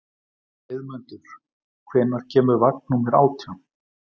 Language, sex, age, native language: Icelandic, male, 40-49, Icelandic